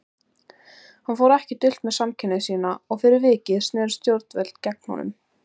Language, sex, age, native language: Icelandic, female, 18-19, Icelandic